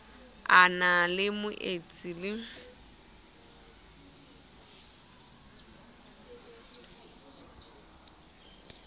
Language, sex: Southern Sotho, female